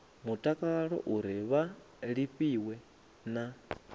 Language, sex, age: Venda, male, 24